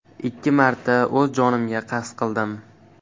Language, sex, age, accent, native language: Uzbek, male, 12-17, Andijon, Uzbek